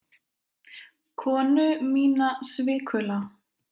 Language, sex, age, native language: Icelandic, female, 20-29, Icelandic